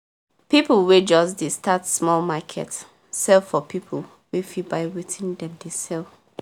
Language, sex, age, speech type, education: Nigerian Pidgin, female, 15-29, spontaneous, tertiary